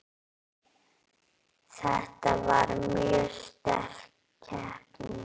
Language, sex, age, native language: Icelandic, female, 8, Icelandic